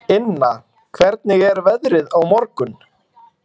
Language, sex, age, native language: Icelandic, male, 20-29, Icelandic